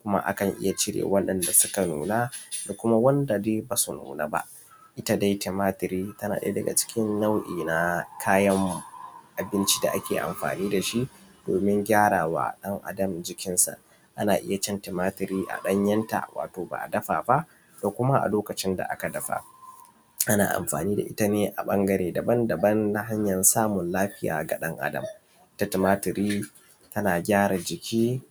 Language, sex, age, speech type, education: Hausa, male, 15-29, spontaneous, tertiary